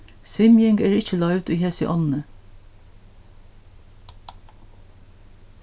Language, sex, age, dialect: Faroese, female, 61+, Norðurstreymoy/Eysturoy